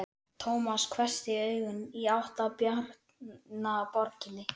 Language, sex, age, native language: Icelandic, male, 11, Icelandic